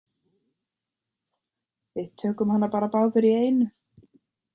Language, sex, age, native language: Icelandic, female, 30-39, Icelandic